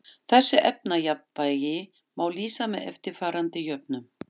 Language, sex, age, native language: Icelandic, female, 50-59, German